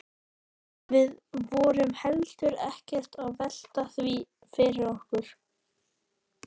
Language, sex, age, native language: Icelandic, male, 12, Icelandic